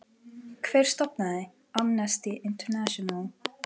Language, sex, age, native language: Icelandic, female, 18-19, Icelandic